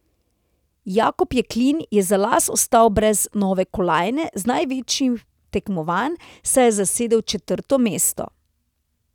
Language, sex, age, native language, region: Slovenian, female, 30-49, Slovenian, Central Slovenia